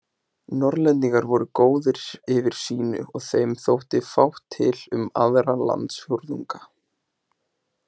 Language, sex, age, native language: Icelandic, male, 20-29, Icelandic